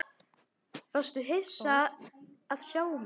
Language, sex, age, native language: Icelandic, male, 9, Icelandic